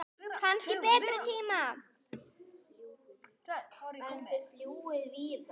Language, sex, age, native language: Icelandic, male, 9, Icelandic